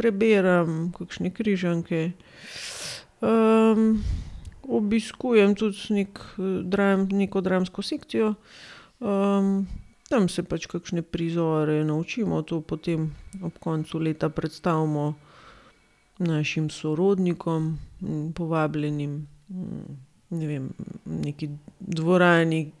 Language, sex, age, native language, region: Slovenian, female, 30-49, Slovenian, Gorenjska region